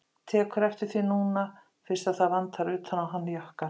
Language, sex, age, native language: Icelandic, female, 50-59, Icelandic